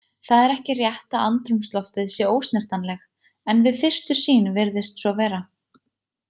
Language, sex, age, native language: Icelandic, female, 20-29, Icelandic